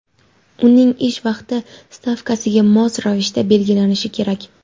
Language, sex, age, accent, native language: Uzbek, female, 18-24, Andijon, Uzbek